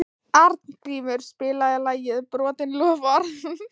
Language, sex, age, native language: Icelandic, female, 18-19, Thai